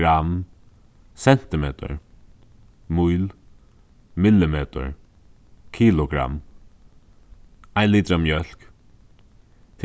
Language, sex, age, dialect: Faroese, male, 15-35, Suðuroy